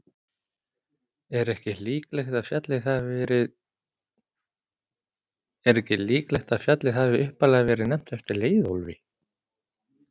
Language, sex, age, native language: Icelandic, male, 40-49, Icelandic